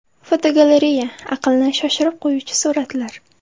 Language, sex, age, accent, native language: Uzbek, female, 18-24, Samarqand, Uzbek